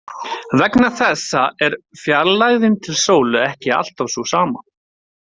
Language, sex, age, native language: Icelandic, male, 30-39, Icelandic